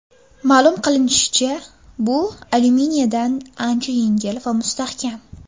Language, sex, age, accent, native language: Uzbek, female, under 19, Farg'ona, Uzbek